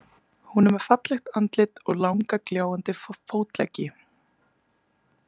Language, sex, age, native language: Icelandic, female, 20-29, Icelandic